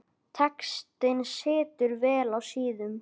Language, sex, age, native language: Icelandic, male, 9, Icelandic